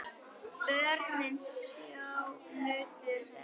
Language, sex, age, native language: Icelandic, female, 10, Icelandic